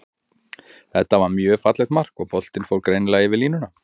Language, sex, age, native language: Icelandic, male, 40-49, Icelandic